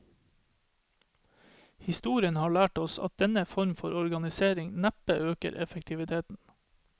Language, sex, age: Norwegian, male, 31